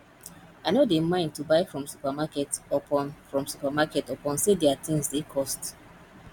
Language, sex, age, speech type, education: Nigerian Pidgin, female, 30-45, spontaneous, tertiary